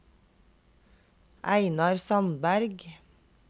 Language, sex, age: Norwegian, female, 32